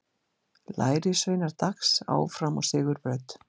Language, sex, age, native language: Icelandic, female, 60-69, Icelandic